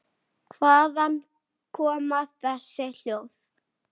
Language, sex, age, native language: Icelandic, male, 8, Icelandic